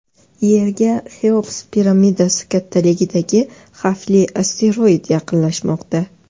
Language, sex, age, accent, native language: Uzbek, female, 12-17, Toshkent shahri, Uzbek